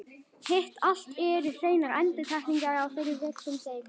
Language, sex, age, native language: Icelandic, female, 11, Icelandic